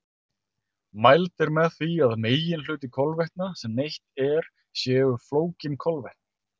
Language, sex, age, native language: Icelandic, male, 30-39, Icelandic